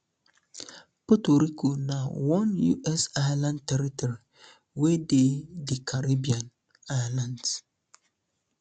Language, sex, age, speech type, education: Nigerian Pidgin, male, 15-29, spontaneous, tertiary